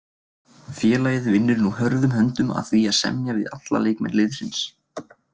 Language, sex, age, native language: Icelandic, male, 20-29, Icelandic